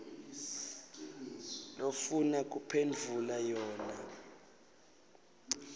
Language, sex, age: Swati, male, 19